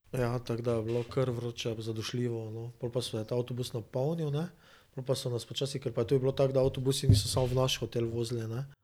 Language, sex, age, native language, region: Slovenian, male, 30-49, Slovenian, Drava region